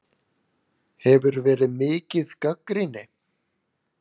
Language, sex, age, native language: Icelandic, male, 30-39, Icelandic